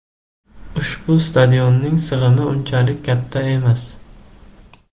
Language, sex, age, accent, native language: Uzbek, male, 18-24, Jizzax, Uzbek